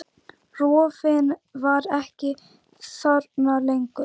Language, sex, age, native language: Icelandic, female, 10, Icelandic